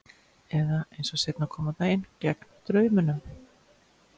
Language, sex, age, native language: Icelandic, female, 60-69, Icelandic